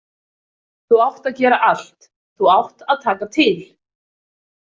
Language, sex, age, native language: Icelandic, female, 20-29, Icelandic